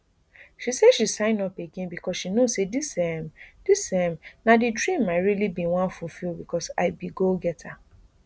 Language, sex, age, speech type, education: Nigerian Pidgin, female, 30-45, spontaneous, tertiary